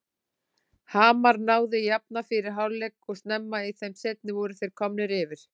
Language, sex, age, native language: Icelandic, female, 40-49, Icelandic